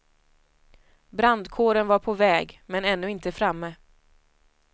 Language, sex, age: Swedish, female, 25